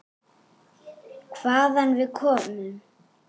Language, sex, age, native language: Icelandic, female, 8, Icelandic